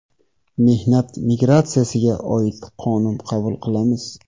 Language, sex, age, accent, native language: Uzbek, male, 25-34, Namangan, Uzbek